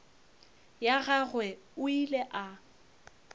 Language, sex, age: Northern Sotho, female, 25